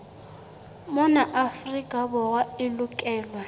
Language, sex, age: Southern Sotho, female, 35